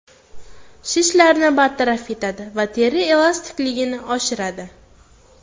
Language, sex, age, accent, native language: Uzbek, female, 18-24, Toshkent viloyati, Uzbek